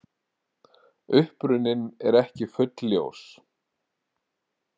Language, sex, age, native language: Icelandic, male, 40-49, Icelandic